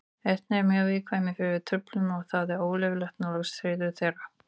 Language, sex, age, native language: Icelandic, female, 40-49, Icelandic